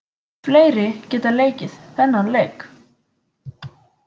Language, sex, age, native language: Icelandic, female, 20-29, Icelandic